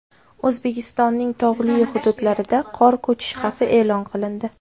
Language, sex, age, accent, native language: Uzbek, female, 18-24, Navoiy, Uzbek